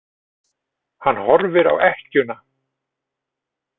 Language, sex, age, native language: Icelandic, male, 40-49, Icelandic